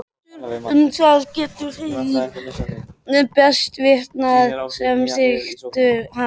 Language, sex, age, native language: Icelandic, male, 13, Icelandic